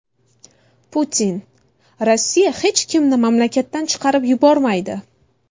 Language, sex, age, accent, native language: Uzbek, female, 18-24, Buxoro, Uzbek